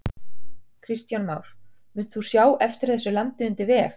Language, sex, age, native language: Icelandic, female, 40-49, Icelandic